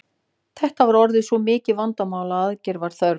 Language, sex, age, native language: Icelandic, female, 40-49, Icelandic